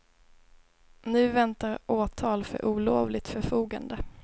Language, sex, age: Swedish, female, 22